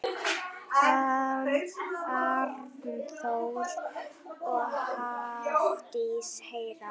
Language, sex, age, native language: Icelandic, female, 9, Icelandic